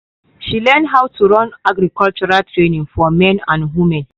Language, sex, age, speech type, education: Nigerian Pidgin, female, 15-29, spontaneous, tertiary